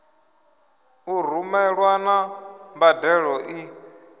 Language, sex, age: Venda, male, 25